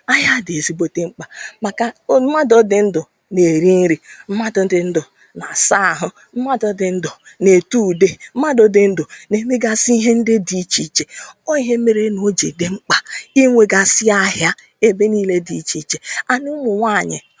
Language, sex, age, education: Igbo, female, 30-45, tertiary